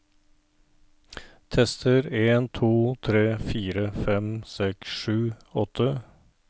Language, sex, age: Norwegian, male, 39